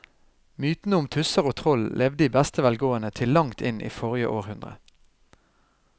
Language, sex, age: Norwegian, male, 32